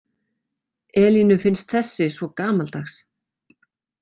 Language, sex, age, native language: Icelandic, female, 40-49, Icelandic